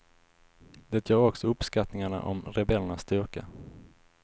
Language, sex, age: Swedish, male, 19